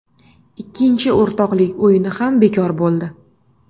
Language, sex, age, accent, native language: Uzbek, female, 25-34, Namangan, Uzbek